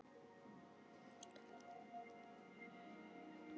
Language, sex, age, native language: Icelandic, female, 70-79, Icelandic